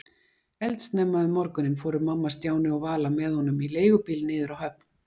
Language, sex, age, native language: Icelandic, female, 40-49, Icelandic